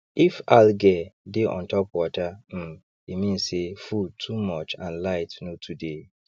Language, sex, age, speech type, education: Nigerian Pidgin, male, 30-45, spontaneous, tertiary